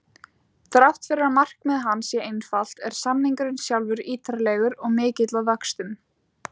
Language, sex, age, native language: Icelandic, female, 17, Icelandic